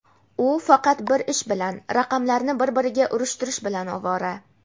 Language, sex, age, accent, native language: Uzbek, female, 18-24, Namangan, Uzbek